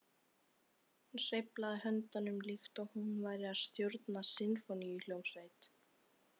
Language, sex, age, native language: Icelandic, female, 18-19, Icelandic